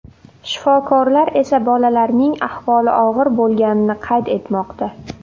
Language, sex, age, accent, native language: Uzbek, female, under 19, Navoiy, Uzbek